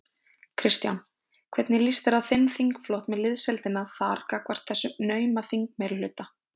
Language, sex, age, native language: Icelandic, female, 20-29, Icelandic